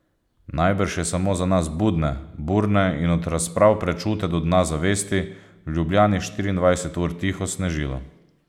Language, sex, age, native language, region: Slovenian, male, 30-49, Slovenian, Posavska region